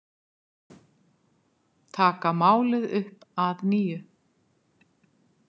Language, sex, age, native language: Icelandic, female, 50-59, Icelandic